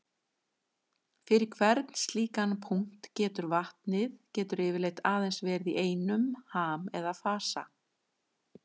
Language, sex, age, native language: Icelandic, female, 50-59, Icelandic